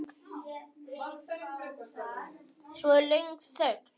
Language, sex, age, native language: Icelandic, male, 8, Icelandic